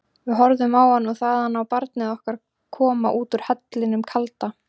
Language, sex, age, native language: Icelandic, female, 20-29, Icelandic